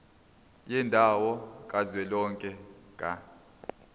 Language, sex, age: Zulu, male, 22